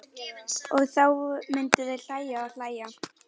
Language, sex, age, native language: Icelandic, female, 11, Icelandic